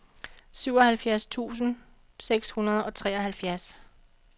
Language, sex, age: Danish, female, 45